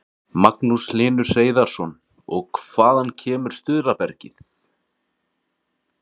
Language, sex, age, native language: Icelandic, male, 30-39, Icelandic